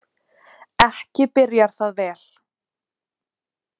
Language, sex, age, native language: Icelandic, female, 20-29, Icelandic